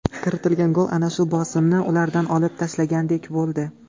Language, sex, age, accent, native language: Uzbek, male, 18-24, Toshkent viloyati, Uzbek